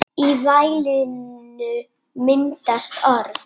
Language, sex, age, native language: Icelandic, male, 8, Icelandic